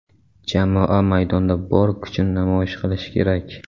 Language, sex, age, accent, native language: Uzbek, male, 18-24, Samarqand, Uzbek